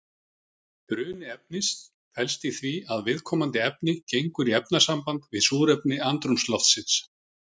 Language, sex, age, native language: Icelandic, male, 40-49, Icelandic